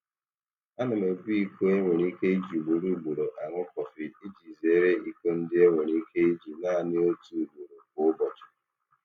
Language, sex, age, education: Igbo, male, 30-45, tertiary